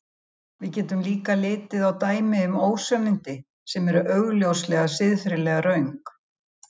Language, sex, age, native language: Icelandic, female, 70-79, Icelandic